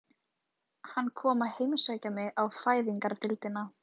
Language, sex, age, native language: Icelandic, female, 13, Icelandic